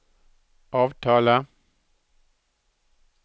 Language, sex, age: Norwegian, male, 63